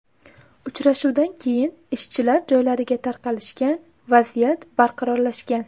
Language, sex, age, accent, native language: Uzbek, female, 18-24, Samarqand, Uzbek